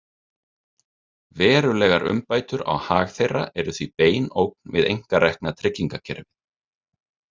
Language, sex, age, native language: Icelandic, male, 30-39, Icelandic